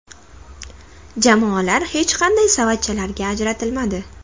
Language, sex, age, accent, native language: Uzbek, female, 19-29, Toshkent shahri, Uzbek